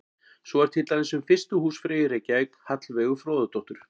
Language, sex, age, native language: Icelandic, male, 40-49, Icelandic